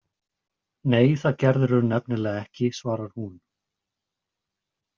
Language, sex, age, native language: Icelandic, male, 20-29, Icelandic